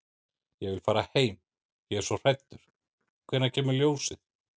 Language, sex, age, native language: Icelandic, male, 30-39, Icelandic